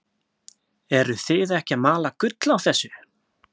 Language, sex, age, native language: Icelandic, male, 20-29, Icelandic